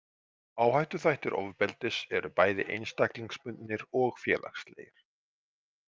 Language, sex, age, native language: Icelandic, male, 40-49, Icelandic